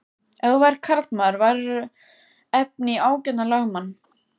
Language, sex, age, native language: Icelandic, female, 14, Icelandic